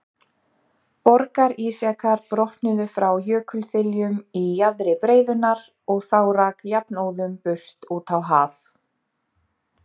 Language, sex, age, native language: Icelandic, female, 30-39, Icelandic